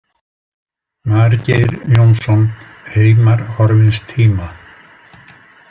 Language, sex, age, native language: Icelandic, male, 80-89, Icelandic